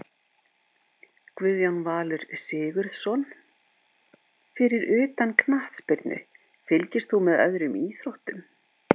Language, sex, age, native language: Icelandic, female, 50-59, Icelandic